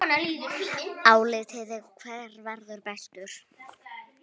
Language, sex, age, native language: Icelandic, female, 9, Icelandic